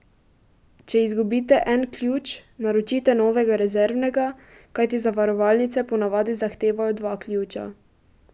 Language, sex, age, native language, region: Slovenian, female, 12-17, Slovenian, Pomurje region